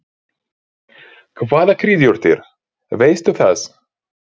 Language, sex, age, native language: Icelandic, male, 30-39, Ukrainian